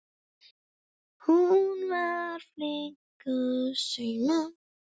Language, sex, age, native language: Icelandic, female, 9, Icelandic